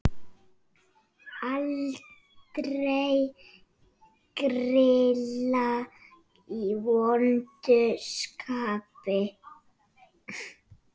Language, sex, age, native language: Icelandic, male, 6, Icelandic